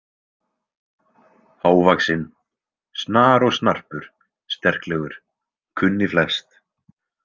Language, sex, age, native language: Icelandic, male, 20-29, Icelandic